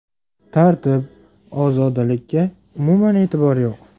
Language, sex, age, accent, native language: Uzbek, male, 19-29, Namangan, Uzbek